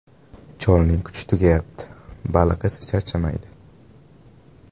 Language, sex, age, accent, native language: Uzbek, male, 18-24, Farg'ona, Uzbek